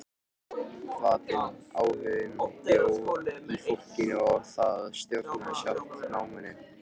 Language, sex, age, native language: Icelandic, male, 13, Icelandic